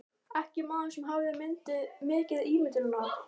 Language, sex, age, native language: Icelandic, male, 12, Icelandic